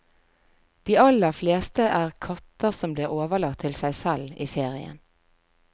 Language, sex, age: Norwegian, female, 41